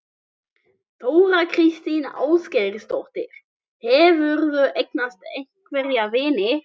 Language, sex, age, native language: Icelandic, male, 12, Icelandic